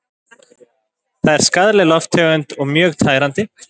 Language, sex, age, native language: Icelandic, male, 20-29, Icelandic